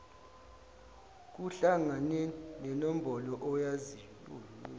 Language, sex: Zulu, male